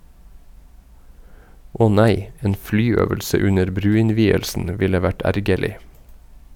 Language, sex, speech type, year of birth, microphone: Norwegian, male, read, 1972, Sennheiser